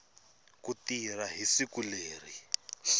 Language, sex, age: Tsonga, male, 26